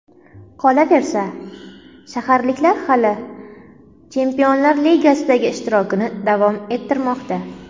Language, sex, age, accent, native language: Uzbek, female, 19-29, Qashqadaryo, Uzbek